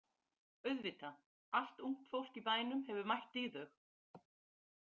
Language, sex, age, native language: Icelandic, female, 50-59, Icelandic